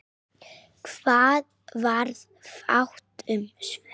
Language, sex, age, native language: Icelandic, female, 9, Icelandic